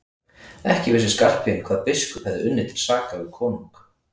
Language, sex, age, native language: Icelandic, male, 30-39, Icelandic